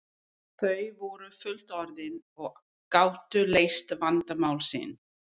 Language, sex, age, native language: Icelandic, female, 50-59, English